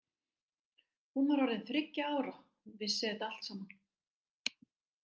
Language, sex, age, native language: Icelandic, female, 60-69, Icelandic